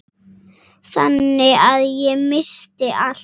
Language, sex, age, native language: Icelandic, female, 8, Icelandic